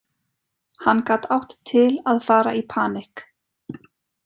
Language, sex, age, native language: Icelandic, female, 20-29, Icelandic